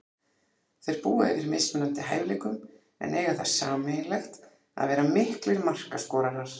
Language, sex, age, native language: Icelandic, female, 40-49, Icelandic